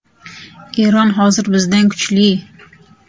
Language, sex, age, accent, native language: Uzbek, female, 35+, Toshkent shahri, Uzbek